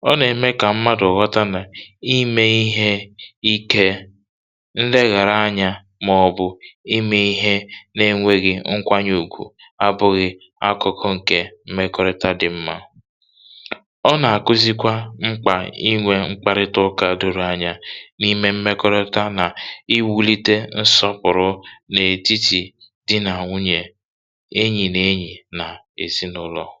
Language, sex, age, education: Igbo, male, 30-45, tertiary